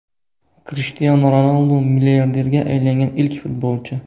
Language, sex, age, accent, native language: Uzbek, male, 25-34, Surxondaryo, Uzbek